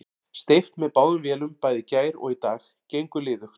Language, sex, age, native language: Icelandic, male, 40-49, Icelandic